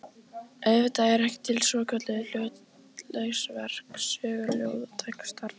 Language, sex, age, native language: Icelandic, female, 14, Icelandic